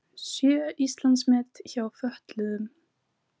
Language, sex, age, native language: Icelandic, female, 18-19, Icelandic